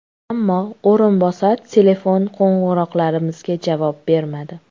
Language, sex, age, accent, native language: Uzbek, female, 25-34, Toshkent shahri, Uzbek